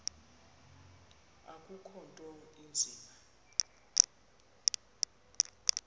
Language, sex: Xhosa, female